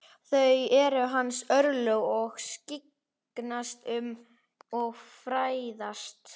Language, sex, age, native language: Icelandic, male, 11, Icelandic